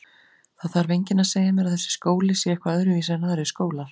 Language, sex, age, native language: Icelandic, female, 40-49, Icelandic